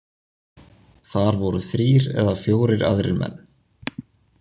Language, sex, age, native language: Icelandic, male, 20-29, Icelandic